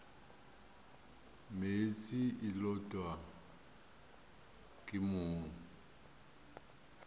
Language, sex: Northern Sotho, male